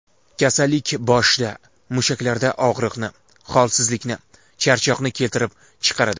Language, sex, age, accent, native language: Uzbek, male, 18-24, Toshkent shahri, Uzbek